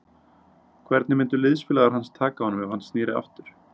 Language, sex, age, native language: Icelandic, male, 30-39, Icelandic